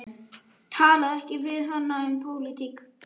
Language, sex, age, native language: Icelandic, male, 11, Icelandic